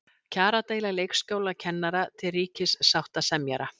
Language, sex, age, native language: Icelandic, female, 60-69, Icelandic